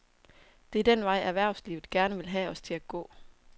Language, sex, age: Danish, female, 27